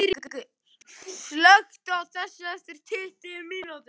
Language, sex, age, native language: Icelandic, male, 11, Icelandic